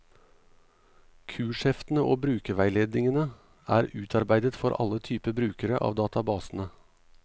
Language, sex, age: Norwegian, male, 38